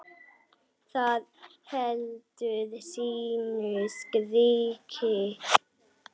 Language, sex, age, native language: Icelandic, female, 9, Icelandic